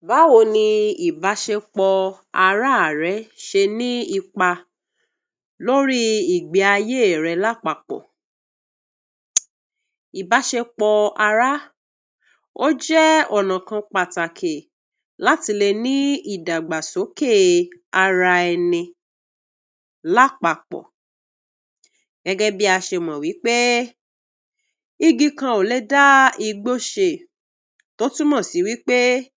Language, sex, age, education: Yoruba, female, 46-60, tertiary